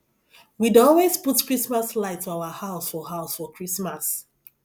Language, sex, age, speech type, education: Nigerian Pidgin, female, 30-45, spontaneous, tertiary